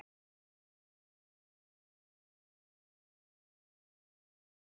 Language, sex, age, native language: Icelandic, female, 30-39, Icelandic